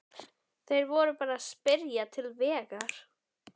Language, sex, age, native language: Icelandic, female, 11, Icelandic